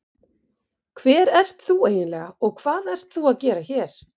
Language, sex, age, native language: Icelandic, female, 50-59, Icelandic